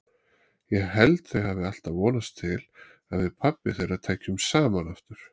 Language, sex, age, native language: Icelandic, male, 40-49, Icelandic